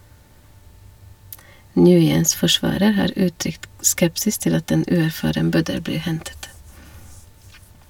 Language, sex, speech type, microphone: Norwegian, female, read, Shure